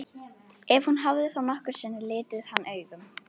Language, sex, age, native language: Icelandic, female, 11, Icelandic